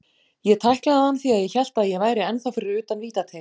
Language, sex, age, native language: Icelandic, female, 40-49, Icelandic